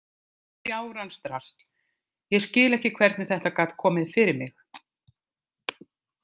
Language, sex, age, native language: Icelandic, female, 50-59, Icelandic